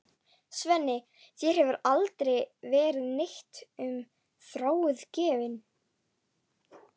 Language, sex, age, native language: Icelandic, female, 11, Icelandic